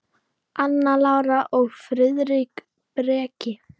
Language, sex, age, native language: Icelandic, female, 9, Icelandic